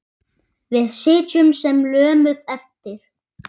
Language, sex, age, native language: Icelandic, male, 8, Icelandic